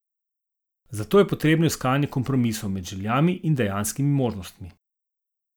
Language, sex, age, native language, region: Slovenian, male, 50-59, Slovenian, Zasavska region